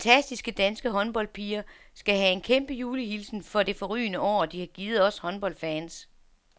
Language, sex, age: Danish, female, 47